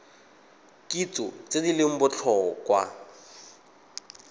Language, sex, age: Tswana, male, 22